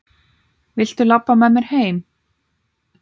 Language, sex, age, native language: Icelandic, female, 9, Icelandic